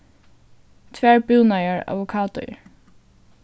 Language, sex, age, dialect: Faroese, female, 15-35, Suðurstreymoy